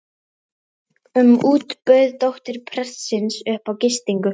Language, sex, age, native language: Icelandic, female, 11, Icelandic